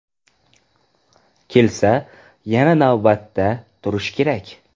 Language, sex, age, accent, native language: Uzbek, male, 18-24, Jizzax, Uzbek